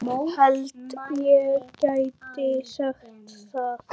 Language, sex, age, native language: Icelandic, male, 9, Icelandic